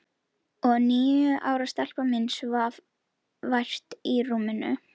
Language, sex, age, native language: Icelandic, female, 11, Icelandic